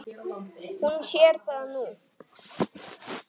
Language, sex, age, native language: Icelandic, male, 9, Icelandic